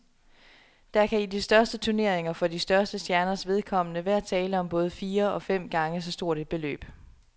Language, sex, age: Danish, female, 27